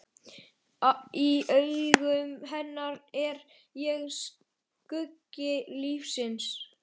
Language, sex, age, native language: Icelandic, male, 11, Icelandic